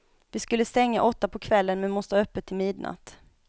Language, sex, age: Swedish, female, 25